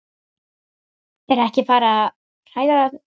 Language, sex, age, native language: Icelandic, female, 18-19, Icelandic